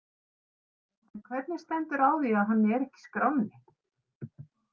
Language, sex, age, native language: Icelandic, female, 50-59, Icelandic